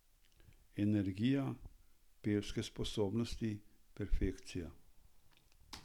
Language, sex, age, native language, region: Slovenian, male, 60+, Slovenian, Central Slovenia